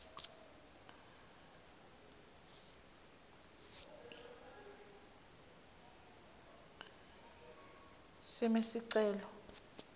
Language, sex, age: Swati, female, 19